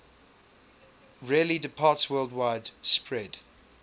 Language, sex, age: English, male, 22